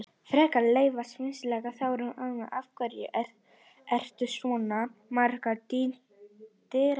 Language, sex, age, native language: Icelandic, female, 40-49, Icelandic